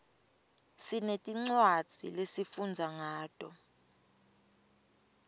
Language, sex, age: Swati, female, 21